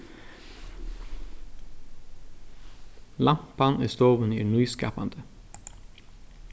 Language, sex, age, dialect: Faroese, male, 36-60, Norðurstreymoy/Eysturoy